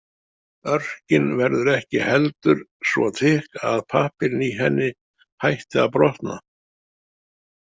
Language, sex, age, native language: Icelandic, male, 70-79, Icelandic